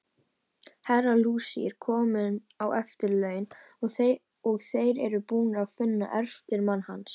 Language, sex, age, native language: Icelandic, female, 18-19, Icelandic